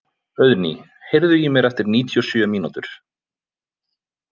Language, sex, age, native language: Icelandic, male, 20-29, Icelandic